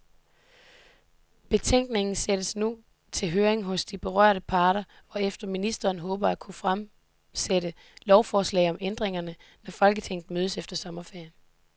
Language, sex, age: Danish, female, 18